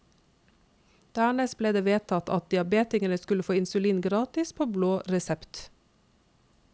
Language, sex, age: Norwegian, female, 46